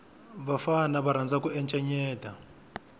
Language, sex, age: Tsonga, male, 21